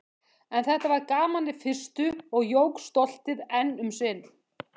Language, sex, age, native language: Icelandic, female, 50-59, Icelandic